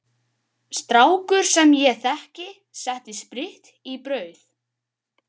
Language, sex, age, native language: Icelandic, male, 12, Icelandic